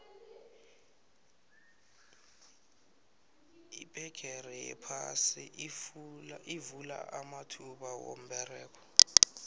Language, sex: South Ndebele, male